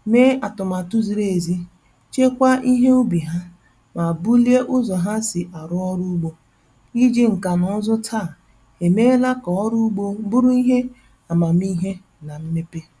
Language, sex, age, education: Igbo, female, 15-29, tertiary